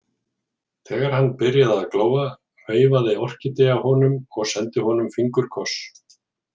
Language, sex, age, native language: Icelandic, male, 40-49, Icelandic